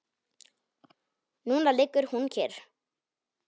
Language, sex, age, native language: Icelandic, male, 10, Polish